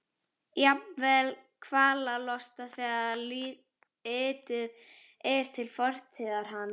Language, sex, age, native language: Icelandic, female, 11, Icelandic